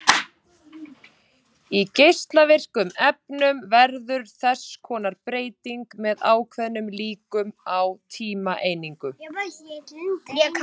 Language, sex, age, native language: Icelandic, female, 30-39, Icelandic